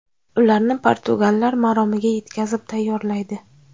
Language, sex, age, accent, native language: Uzbek, female, 19-29, Farg'ona, Uzbek